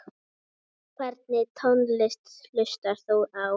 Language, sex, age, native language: Icelandic, female, 9, Icelandic